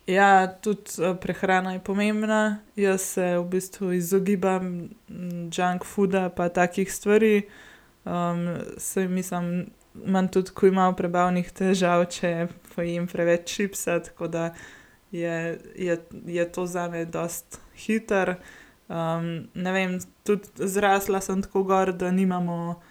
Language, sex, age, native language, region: Slovenian, female, 18-29, Slovenian, Gorenjska region